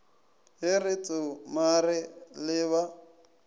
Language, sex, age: Northern Sotho, male, 20